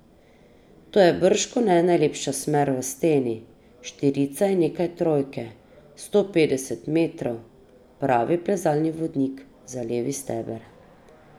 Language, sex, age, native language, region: Slovenian, female, 30-49, Slovenian, Drava region